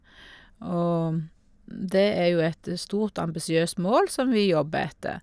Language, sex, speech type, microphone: Norwegian, female, spontaneous, Shure